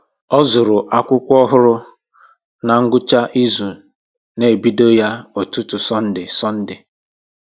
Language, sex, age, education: Igbo, male, 15-29, tertiary